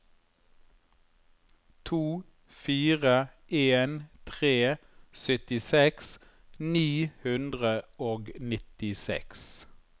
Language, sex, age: Norwegian, male, 51